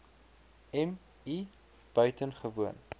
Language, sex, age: Afrikaans, male, 23